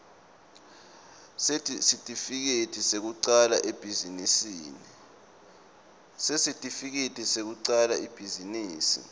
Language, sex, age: Swati, male, 24